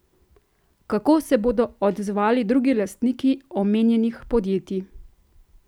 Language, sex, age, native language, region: Slovenian, female, 30-49, Slovenian, Central Slovenia